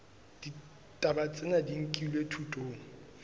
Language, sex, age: Southern Sotho, male, 23